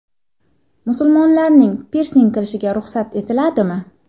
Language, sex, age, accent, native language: Uzbek, female, 18-24, Xorazm, Uzbek